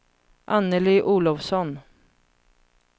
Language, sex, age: Swedish, female, 31